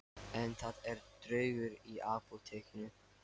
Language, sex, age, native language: Icelandic, male, 13, Lithuanian